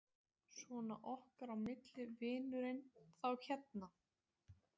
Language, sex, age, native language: Icelandic, female, 20-29, Icelandic